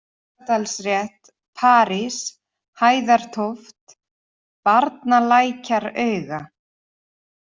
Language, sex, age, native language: Icelandic, female, 40-49, Icelandic